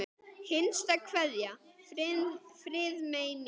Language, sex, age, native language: Icelandic, male, 10, Icelandic